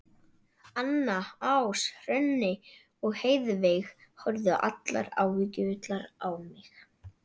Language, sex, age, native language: Icelandic, male, 12, Icelandic